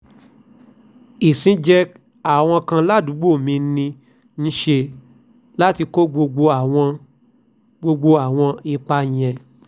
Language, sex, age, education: Yoruba, male, 46-60, tertiary